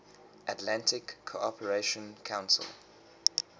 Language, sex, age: English, male, 23